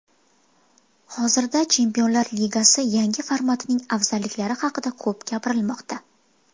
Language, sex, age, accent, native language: Uzbek, female, 19-29, Toshkent shahri, Uzbek